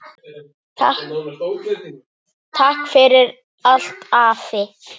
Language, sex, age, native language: Icelandic, male, 8, Icelandic